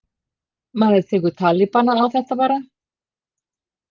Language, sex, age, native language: Icelandic, female, 50-59, Icelandic